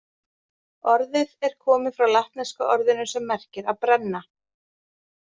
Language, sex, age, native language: Icelandic, female, 40-49, Icelandic